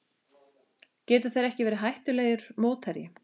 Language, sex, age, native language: Icelandic, male, 12, Icelandic